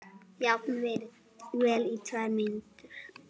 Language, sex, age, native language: Icelandic, male, 7, Icelandic